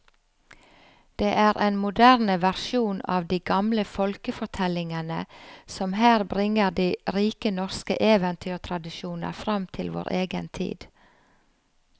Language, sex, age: Norwegian, female, 45